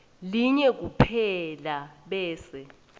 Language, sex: Swati, female